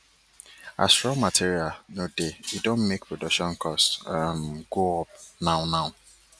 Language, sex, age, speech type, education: Nigerian Pidgin, male, 30-45, spontaneous, tertiary